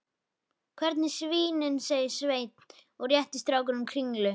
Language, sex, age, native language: Icelandic, female, 11, Icelandic